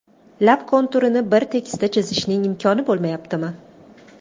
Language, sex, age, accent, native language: Uzbek, female, 25-34, Toshkent shahri, Uzbek